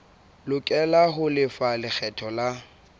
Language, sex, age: Southern Sotho, male, 22